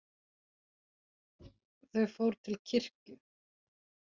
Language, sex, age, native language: Icelandic, female, 40-49, Icelandic